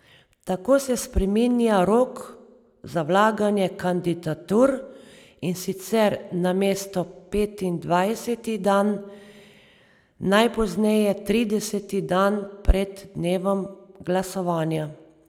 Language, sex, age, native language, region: Slovenian, female, 30-49, Slovenian, Savinja region